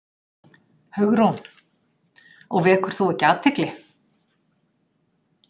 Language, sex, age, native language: Icelandic, female, 60-69, Icelandic